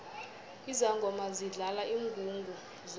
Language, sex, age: South Ndebele, female, 22